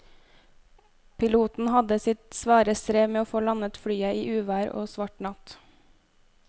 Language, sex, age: Norwegian, female, 25